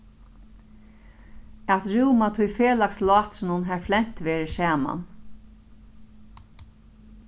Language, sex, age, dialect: Faroese, female, 36-60, Norðurstreymoy/Eysturoy